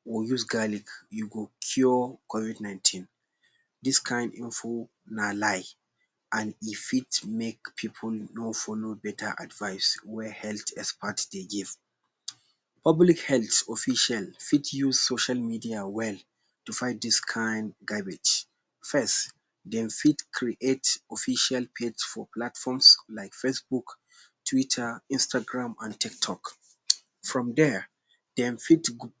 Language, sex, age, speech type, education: Nigerian Pidgin, male, 15-29, spontaneous, tertiary